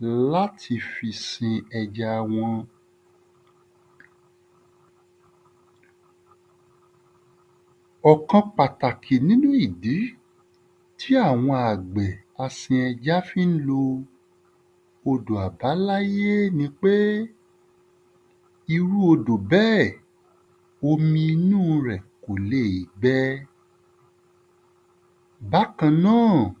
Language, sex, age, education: Yoruba, male, 30-45, tertiary